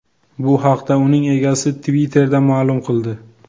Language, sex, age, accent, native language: Uzbek, male, 18-24, Buxoro, Uzbek